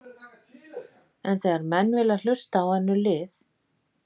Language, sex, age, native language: Icelandic, female, 50-59, Icelandic